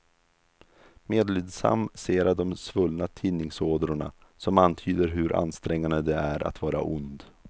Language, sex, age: Swedish, male, 32